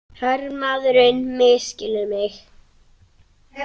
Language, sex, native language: Icelandic, other, Icelandic